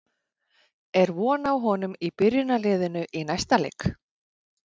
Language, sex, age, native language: Icelandic, female, 40-49, Icelandic